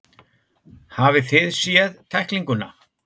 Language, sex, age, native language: Icelandic, male, 60-69, Icelandic